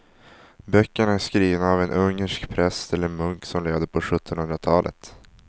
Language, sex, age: Swedish, male, 19